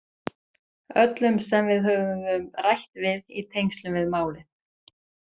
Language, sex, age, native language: Icelandic, female, 30-39, Icelandic